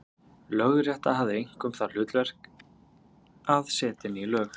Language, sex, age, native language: Icelandic, male, 30-39, Icelandic